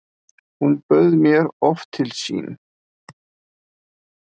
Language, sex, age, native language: Icelandic, male, 50-59, Icelandic